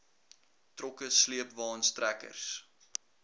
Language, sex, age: Afrikaans, male, 21